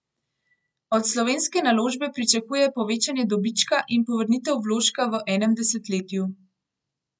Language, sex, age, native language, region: Slovenian, female, 18-29, Slovenian, Gorenjska region